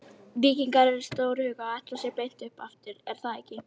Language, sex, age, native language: Icelandic, female, 18-19, Icelandic